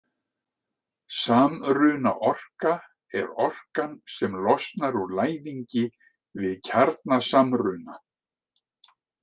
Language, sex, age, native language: Icelandic, male, 60-69, Icelandic